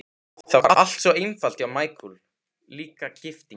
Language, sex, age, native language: Icelandic, male, 15, Icelandic